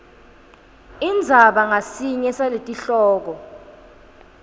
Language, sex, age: Swati, female, 19